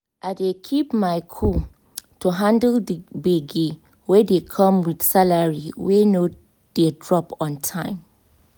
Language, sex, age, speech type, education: Nigerian Pidgin, female, 15-29, spontaneous, tertiary